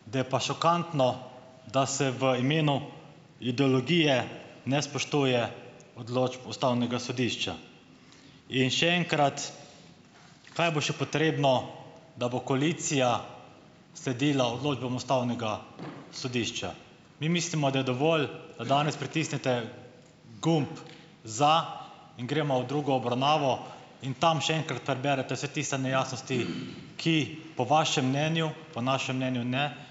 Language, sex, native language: Slovenian, male, Slovenian